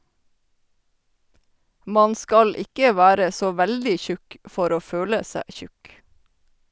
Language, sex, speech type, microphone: Norwegian, female, read, Sennheiser